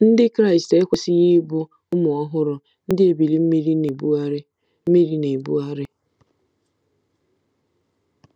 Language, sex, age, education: Igbo, female, 15-29, tertiary